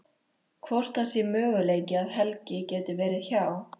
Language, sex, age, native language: Icelandic, female, 13, Icelandic